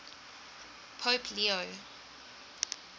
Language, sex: English, female